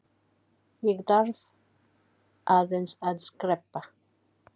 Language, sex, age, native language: Icelandic, female, 18-19, Icelandic